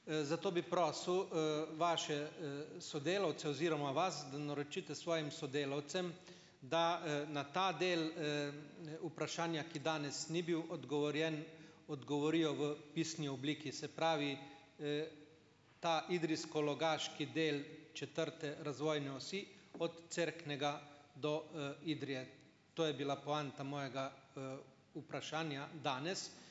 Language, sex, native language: Slovenian, male, Slovenian